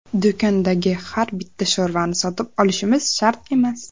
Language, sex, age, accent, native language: Uzbek, female, under 19, Andijon, Uzbek